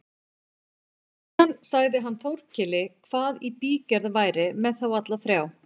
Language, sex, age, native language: Icelandic, female, 40-49, Icelandic